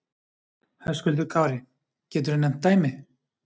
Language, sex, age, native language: Icelandic, male, 30-39, Icelandic